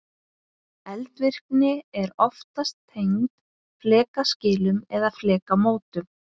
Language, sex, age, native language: Icelandic, female, 50-59, Icelandic